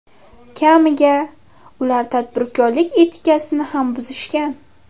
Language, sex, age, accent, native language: Uzbek, female, under 19, Navoiy, Uzbek